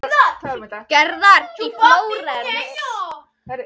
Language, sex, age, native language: Icelandic, female, 40-49, Icelandic